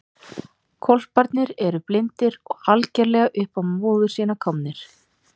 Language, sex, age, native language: Icelandic, female, 30-39, Icelandic